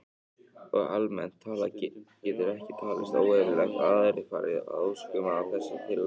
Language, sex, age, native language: Icelandic, male, 18-19, Icelandic